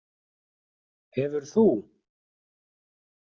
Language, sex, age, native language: Icelandic, male, 40-49, Icelandic